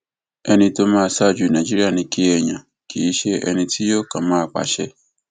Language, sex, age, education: Yoruba, male, 15-29, tertiary